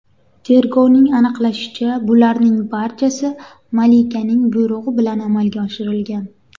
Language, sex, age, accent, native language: Uzbek, female, 18-24, Qashqadaryo, Uzbek